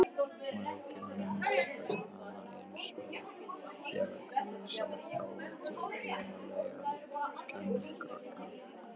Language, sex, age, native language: Icelandic, male, 13, Icelandic